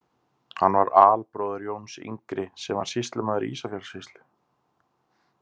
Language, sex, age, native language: Icelandic, male, 30-39, Icelandic